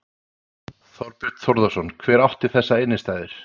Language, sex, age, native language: Icelandic, male, 30-39, Icelandic